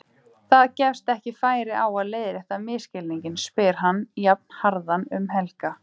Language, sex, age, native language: Icelandic, female, 30-39, Icelandic